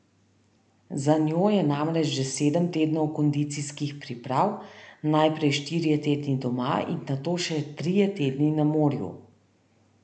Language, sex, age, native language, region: Slovenian, female, 30-49, Slovenian, Central Slovenia